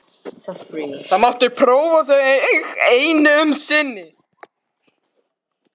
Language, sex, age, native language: Icelandic, other, 60-69, Russian